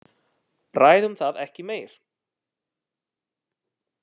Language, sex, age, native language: Icelandic, male, 30-39, Italian